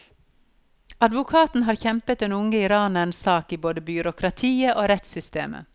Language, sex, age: Norwegian, female, 54